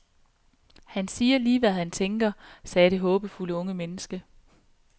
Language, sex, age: Danish, female, 28